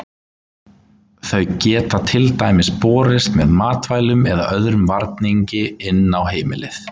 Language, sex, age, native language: Icelandic, male, 20-29, Icelandic